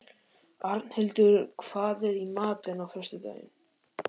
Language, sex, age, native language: Icelandic, male, 13, Icelandic